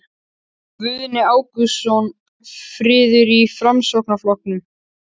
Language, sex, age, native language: Icelandic, male, 13, Icelandic